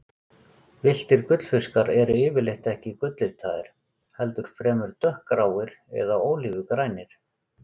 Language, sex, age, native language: Icelandic, male, 40-49, Icelandic